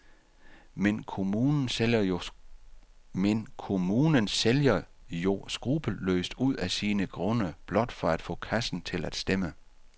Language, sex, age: Danish, male, 48